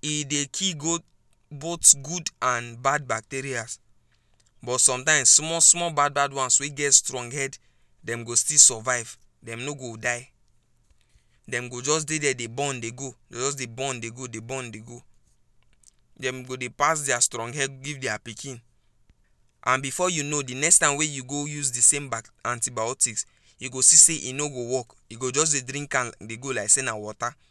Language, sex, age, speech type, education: Nigerian Pidgin, female, 15-29, spontaneous, tertiary